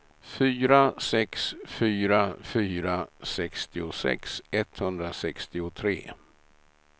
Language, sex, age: Swedish, male, 67